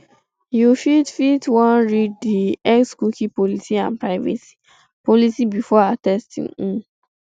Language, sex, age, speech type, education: Nigerian Pidgin, female, 15-29, spontaneous, secondary